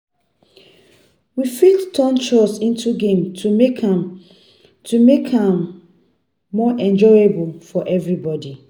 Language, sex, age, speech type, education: Nigerian Pidgin, female, 30-45, spontaneous, tertiary